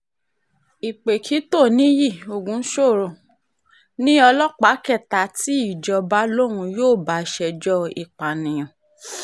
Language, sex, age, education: Yoruba, female, 30-45, tertiary